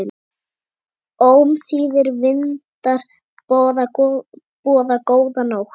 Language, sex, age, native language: Icelandic, female, 8, Icelandic